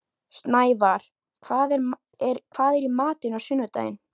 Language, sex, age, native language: Icelandic, female, 13, Icelandic